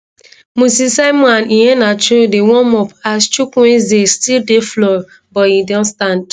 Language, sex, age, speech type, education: Nigerian Pidgin, female, 15-29, spontaneous, tertiary